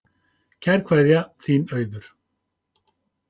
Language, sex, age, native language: Icelandic, male, 50-59, Icelandic